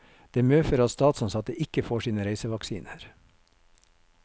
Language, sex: Norwegian, male